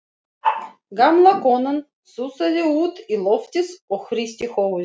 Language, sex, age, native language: Icelandic, female, 40-49, Russian